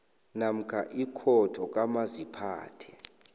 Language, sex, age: South Ndebele, male, 22